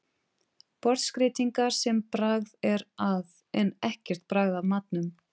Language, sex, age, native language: Icelandic, female, 30-39, Portuguese